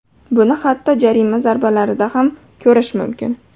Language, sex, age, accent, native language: Uzbek, female, 18-24, Farg'ona, Uzbek